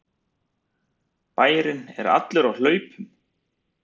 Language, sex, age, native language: Icelandic, male, 40-49, Icelandic